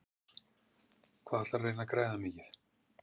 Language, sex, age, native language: Icelandic, male, 50-59, Icelandic